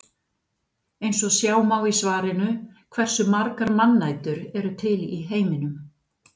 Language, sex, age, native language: Icelandic, female, 50-59, Icelandic